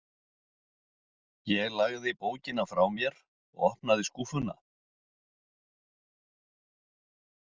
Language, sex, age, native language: Icelandic, male, 60-69, Icelandic